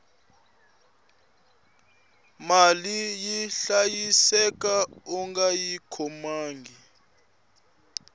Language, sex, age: Tsonga, male, 21